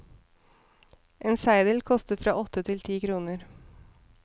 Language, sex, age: Norwegian, female, 30